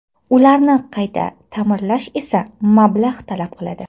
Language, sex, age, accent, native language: Uzbek, female, 25-34, Toshkent shahri, Uzbek